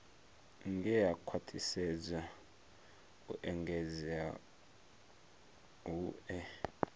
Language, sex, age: Venda, male, 23